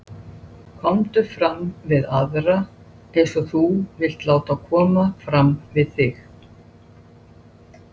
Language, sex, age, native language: Icelandic, female, 60-69, Icelandic